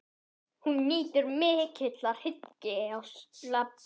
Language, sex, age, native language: Icelandic, female, 11, Icelandic